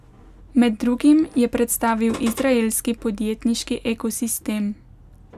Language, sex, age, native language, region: Slovenian, female, 18-29, Slovenian, Pomurje region